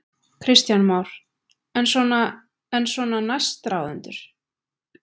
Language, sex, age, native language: Icelandic, female, 20-29, Icelandic